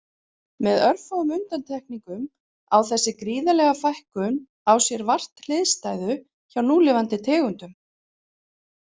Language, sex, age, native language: Icelandic, female, 40-49, Icelandic